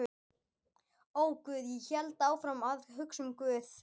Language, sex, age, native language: Icelandic, female, 12, Icelandic